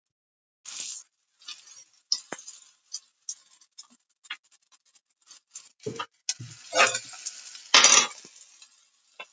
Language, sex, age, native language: Icelandic, female, 50-59, Icelandic